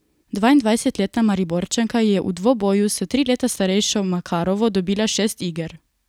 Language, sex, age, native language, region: Slovenian, female, 18-29, Slovenian, Coastal Karst region